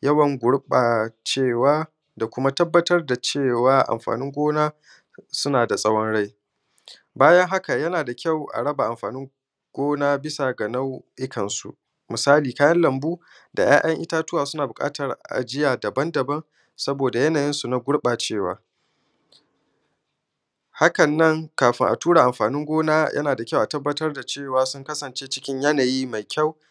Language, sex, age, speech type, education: Hausa, male, 15-29, spontaneous, primary